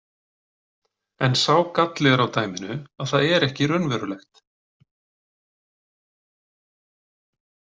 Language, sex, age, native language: Icelandic, male, 40-49, Icelandic